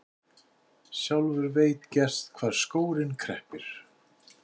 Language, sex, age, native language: Icelandic, male, 60-69, Icelandic